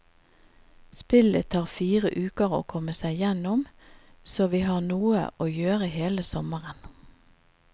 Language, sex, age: Norwegian, female, 50